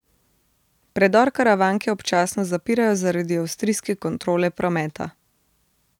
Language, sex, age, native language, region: Slovenian, female, 30-49, Slovenian, Central Slovenia